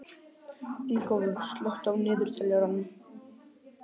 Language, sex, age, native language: Icelandic, male, 12, Icelandic